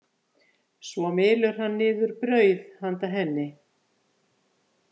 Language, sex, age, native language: Icelandic, female, 50-59, Icelandic